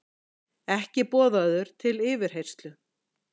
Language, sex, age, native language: Icelandic, female, 40-49, Icelandic